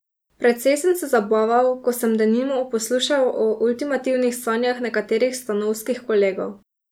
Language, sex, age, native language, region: Slovenian, female, 18-29, Slovenian, Drava region